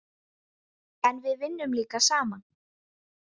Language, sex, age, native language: Icelandic, female, 20-29, Icelandic